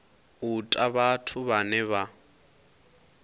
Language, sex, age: Venda, male, 22